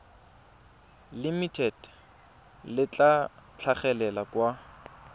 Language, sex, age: Tswana, male, 20